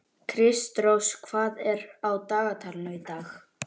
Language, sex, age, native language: Icelandic, male, 11, Icelandic